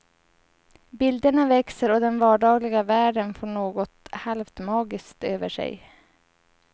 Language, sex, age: Swedish, female, 30